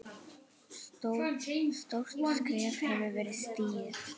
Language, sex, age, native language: Icelandic, female, 9, Icelandic